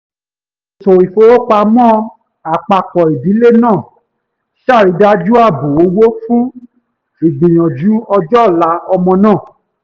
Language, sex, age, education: Yoruba, male, 15-29, tertiary